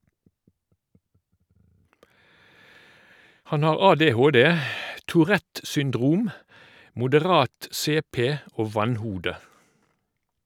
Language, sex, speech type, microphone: Norwegian, male, read, Shure